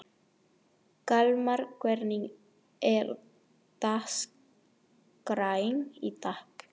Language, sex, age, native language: Icelandic, female, 40-49, Spanish